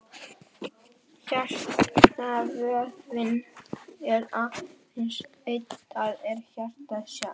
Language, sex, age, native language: Icelandic, male, 18-19, Icelandic